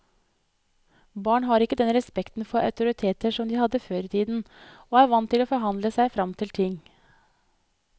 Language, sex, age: Norwegian, female, 30